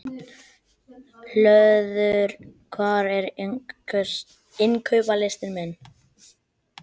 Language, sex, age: Icelandic, male, 12